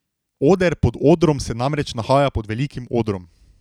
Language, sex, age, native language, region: Slovenian, male, 18-29, Slovenian, Drava region